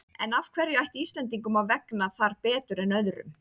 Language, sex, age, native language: Icelandic, female, 30-39, Icelandic